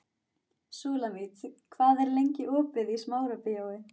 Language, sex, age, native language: Icelandic, female, 14, Icelandic